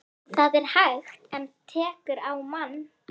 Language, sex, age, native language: Icelandic, female, 11, Icelandic